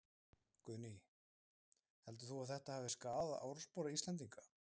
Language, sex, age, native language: Icelandic, male, 20-29, Icelandic